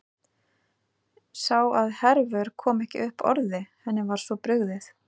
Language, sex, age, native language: Icelandic, female, 30-39, Icelandic